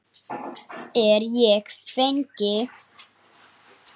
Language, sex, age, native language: Icelandic, male, 8, Icelandic